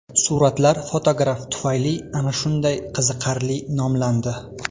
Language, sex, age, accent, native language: Uzbek, male, 19-29, Toshkent viloyati, Uzbek